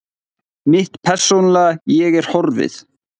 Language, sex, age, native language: Icelandic, male, 20-29, Icelandic